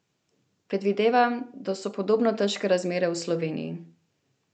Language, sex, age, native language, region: Slovenian, female, 18-29, Slovenian, Central Slovenia